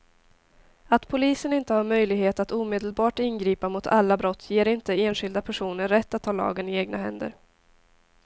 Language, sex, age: Swedish, female, 18